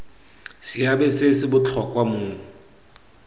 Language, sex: Tswana, male